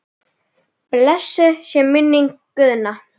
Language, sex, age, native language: Icelandic, female, 10, Icelandic